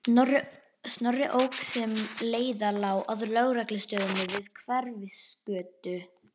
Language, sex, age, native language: Icelandic, male, 11, Icelandic